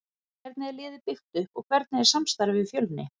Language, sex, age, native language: Icelandic, female, 40-49, Icelandic